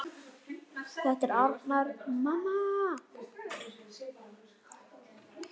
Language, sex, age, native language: Icelandic, female, 10, Icelandic